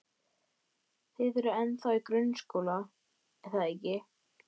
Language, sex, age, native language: Icelandic, female, 12, Icelandic